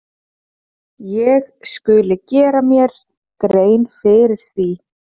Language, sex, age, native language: Icelandic, female, 30-39, Icelandic